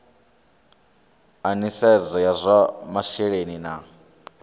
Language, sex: Venda, male